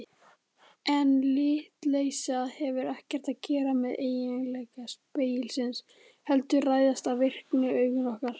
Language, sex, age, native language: Icelandic, male, 18-19, Icelandic